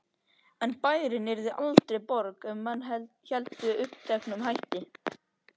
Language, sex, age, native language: Icelandic, male, 13, Icelandic